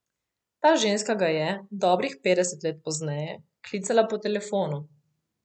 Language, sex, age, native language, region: Slovenian, female, 18-29, Slovenian, Coastal Karst region